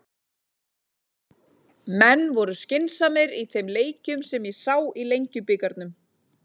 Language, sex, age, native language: Icelandic, female, 30-39, Icelandic